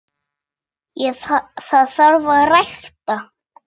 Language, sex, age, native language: Icelandic, female, 6, Icelandic